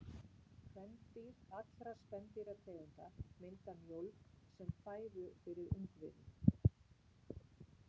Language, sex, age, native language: Icelandic, female, 50-59, Icelandic